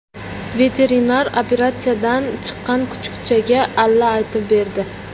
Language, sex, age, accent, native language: Uzbek, female, 18-24, Jizzax, Uzbek